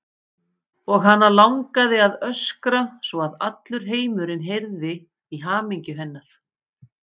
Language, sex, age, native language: Icelandic, female, 50-59, Icelandic